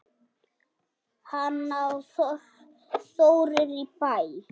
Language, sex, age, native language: Icelandic, male, 6, Icelandic